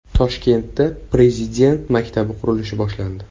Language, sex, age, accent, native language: Uzbek, male, 18-24, Toshkent shahri, Uzbek